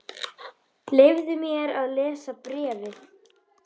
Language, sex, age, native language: Icelandic, female, 10, Icelandic